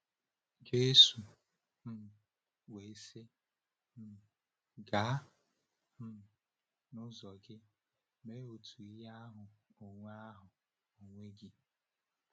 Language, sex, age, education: Igbo, male, 15-29, tertiary